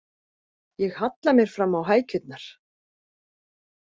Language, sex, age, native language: Icelandic, female, 50-59, Icelandic